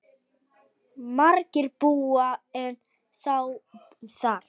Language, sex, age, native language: Icelandic, male, 8, Icelandic